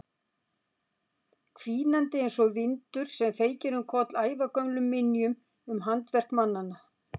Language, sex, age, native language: Icelandic, female, 60-69, Icelandic